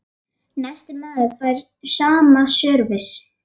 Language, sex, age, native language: Icelandic, female, 11, Icelandic